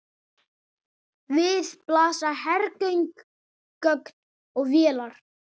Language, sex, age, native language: Icelandic, male, 8, Icelandic